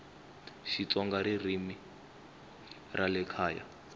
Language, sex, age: Tsonga, male, 19